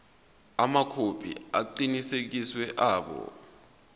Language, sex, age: Zulu, male, 22